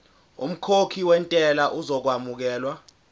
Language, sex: Zulu, male